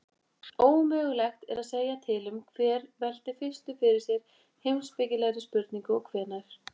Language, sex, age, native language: Icelandic, female, 20-29, Icelandic